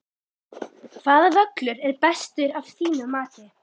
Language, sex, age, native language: Icelandic, female, 11, Icelandic